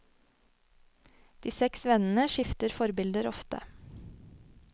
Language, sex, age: Norwegian, female, 25